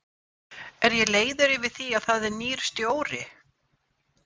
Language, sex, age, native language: Icelandic, female, 60-69, Icelandic